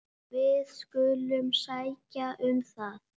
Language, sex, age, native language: Icelandic, male, 8, Icelandic